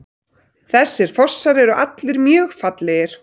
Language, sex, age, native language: Icelandic, female, 30-39, Icelandic